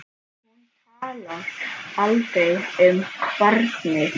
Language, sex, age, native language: Icelandic, male, 7, Icelandic